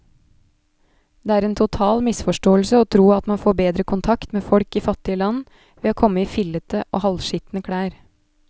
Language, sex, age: Norwegian, female, 29